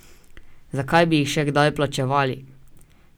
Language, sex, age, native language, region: Slovenian, male, 18-29, Slovenian, Drava region